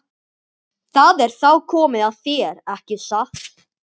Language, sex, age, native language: Icelandic, male, 12, Icelandic